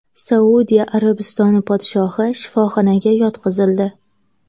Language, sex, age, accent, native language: Uzbek, female, 18-24, Navoiy, Uzbek